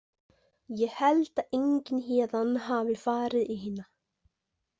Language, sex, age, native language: Icelandic, female, 20-29, Icelandic